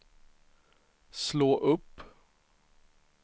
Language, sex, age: Swedish, male, 23